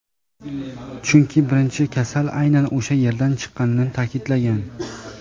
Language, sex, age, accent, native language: Uzbek, male, 18-24, Jizzax, Uzbek